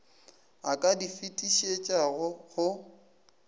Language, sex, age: Northern Sotho, male, 20